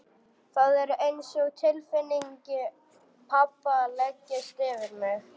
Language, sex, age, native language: Icelandic, male, 40-49, German